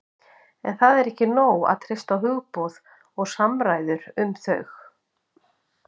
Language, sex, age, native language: Icelandic, female, 50-59, Icelandic